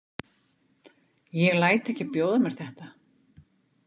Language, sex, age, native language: Icelandic, female, 50-59, Icelandic